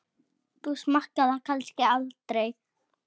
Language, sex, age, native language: Icelandic, female, 8, Icelandic